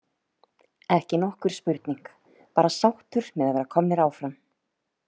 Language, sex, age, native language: Icelandic, female, 30-39, Icelandic